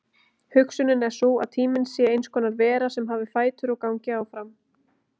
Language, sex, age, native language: Icelandic, female, 20-29, Icelandic